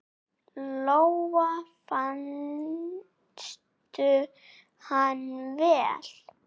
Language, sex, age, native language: Icelandic, female, 8, Icelandic